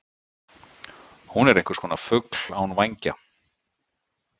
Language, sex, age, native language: Icelandic, male, 50-59, Icelandic